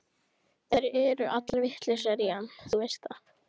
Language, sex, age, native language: Icelandic, female, 12, Icelandic